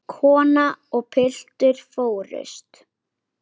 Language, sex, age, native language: Icelandic, female, 10, Icelandic